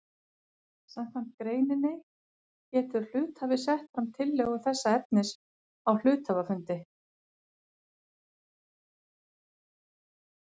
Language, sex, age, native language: Icelandic, female, 50-59, Icelandic